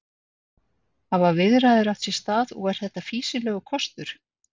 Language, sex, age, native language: Icelandic, female, 60-69, Icelandic